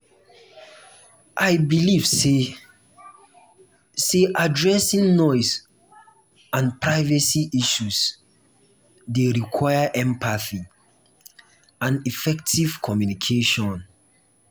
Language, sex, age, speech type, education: Nigerian Pidgin, male, 15-29, spontaneous, tertiary